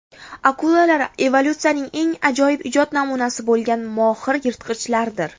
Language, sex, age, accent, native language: Uzbek, female, 19-29, Farg'ona, Uzbek